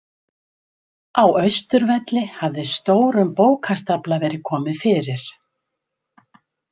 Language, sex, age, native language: Icelandic, female, 70-79, Icelandic